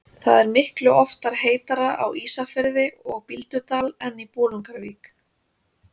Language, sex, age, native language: Icelandic, female, 30-39, Icelandic